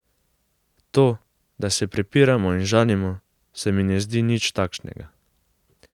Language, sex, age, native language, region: Slovenian, male, 18-29, Slovenian, Savinja region